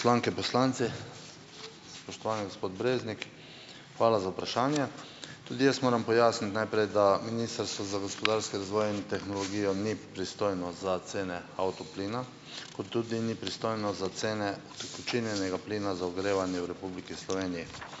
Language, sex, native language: Slovenian, male, Slovenian